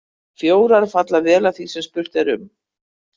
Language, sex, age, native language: Icelandic, female, 60-69, Icelandic